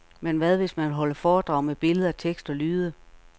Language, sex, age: Danish, female, 48